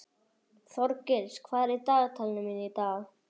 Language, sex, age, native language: Icelandic, male, 11, Icelandic